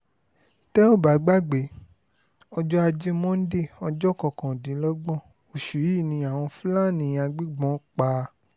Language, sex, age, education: Yoruba, male, 15-29, tertiary